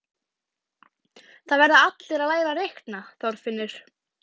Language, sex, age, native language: Icelandic, female, 12, Icelandic